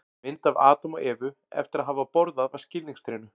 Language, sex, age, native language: Icelandic, male, 40-49, Icelandic